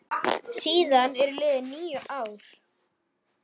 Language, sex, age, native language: Icelandic, female, 10, Icelandic